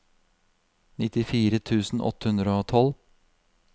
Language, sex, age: Norwegian, male, 32